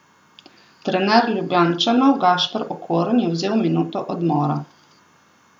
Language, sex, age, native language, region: Slovenian, female, 30-49, Slovenian, Southeast Slovenia